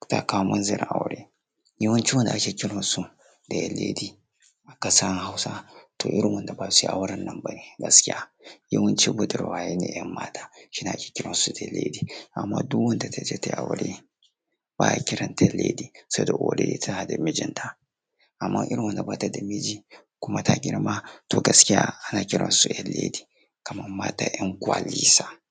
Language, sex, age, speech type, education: Hausa, male, 15-29, spontaneous, secondary